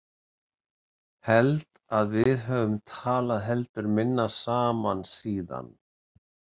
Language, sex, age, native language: Icelandic, male, 60-69, Icelandic